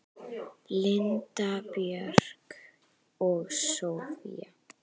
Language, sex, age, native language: Icelandic, female, 9, Icelandic